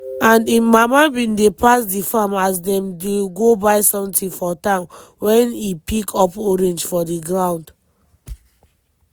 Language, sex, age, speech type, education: Nigerian Pidgin, female, 15-29, spontaneous, tertiary